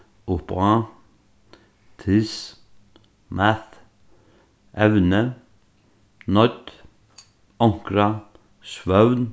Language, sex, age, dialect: Faroese, male, 36-60, Norðurstreymoy/Eysturoy